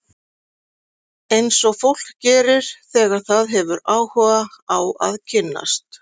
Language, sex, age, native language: Icelandic, female, 40-49, Icelandic